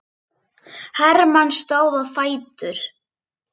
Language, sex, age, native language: Icelandic, female, 8, Icelandic